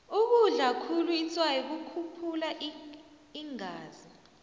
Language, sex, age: South Ndebele, female, 29